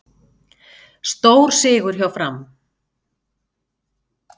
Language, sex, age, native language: Icelandic, female, 50-59, Icelandic